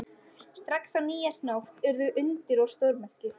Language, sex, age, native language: Icelandic, female, 13, Icelandic